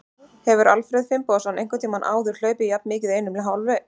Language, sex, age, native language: Icelandic, female, 30-39, Icelandic